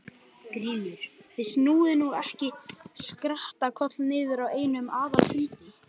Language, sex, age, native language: Icelandic, male, 12, Icelandic